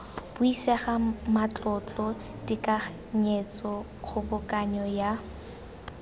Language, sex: Tswana, female